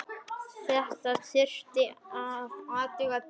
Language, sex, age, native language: Icelandic, male, 10, Icelandic